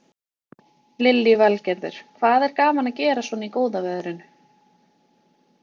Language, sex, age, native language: Icelandic, female, 20-29, Icelandic